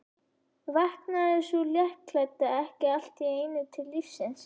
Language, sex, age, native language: Icelandic, female, 11, Icelandic